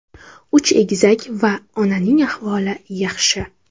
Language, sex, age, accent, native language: Uzbek, female, 18-24, Navoiy, Uzbek